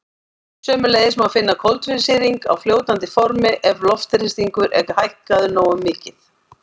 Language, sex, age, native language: Icelandic, female, 40-49, Icelandic